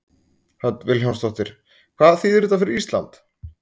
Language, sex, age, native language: Icelandic, male, 30-39, Icelandic